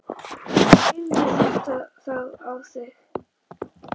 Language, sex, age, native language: Icelandic, female, 10, Icelandic